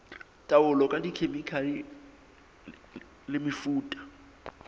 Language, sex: Southern Sotho, male